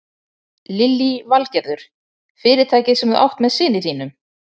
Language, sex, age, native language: Icelandic, female, 30-39, Icelandic